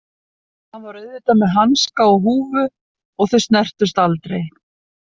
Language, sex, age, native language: Icelandic, female, 60-69, Icelandic